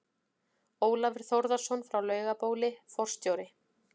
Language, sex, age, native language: Icelandic, female, 40-49, Icelandic